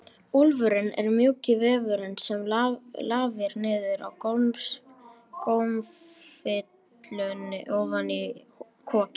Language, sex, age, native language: Icelandic, female, 18-19, Icelandic